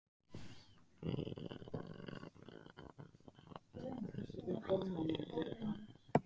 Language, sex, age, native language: Icelandic, male, 14, Icelandic